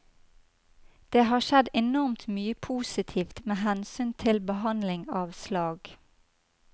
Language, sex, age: Norwegian, female, 29